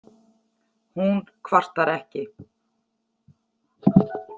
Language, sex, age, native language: Icelandic, female, 40-49, Icelandic